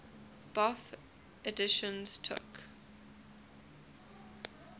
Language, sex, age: English, female, 20